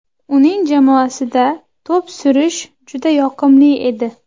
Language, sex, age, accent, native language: Uzbek, female, 18-24, Andijon, Uzbek